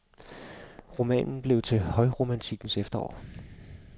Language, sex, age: Danish, male, 52